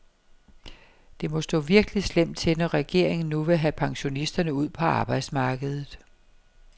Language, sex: Danish, female